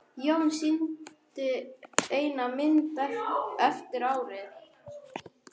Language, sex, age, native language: Icelandic, female, 11, Icelandic